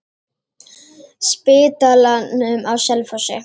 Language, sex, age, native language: Icelandic, female, 18-19, Icelandic